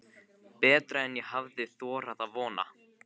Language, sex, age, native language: Icelandic, male, 15, Icelandic